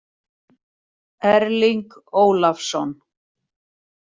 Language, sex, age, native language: Icelandic, female, 40-49, Icelandic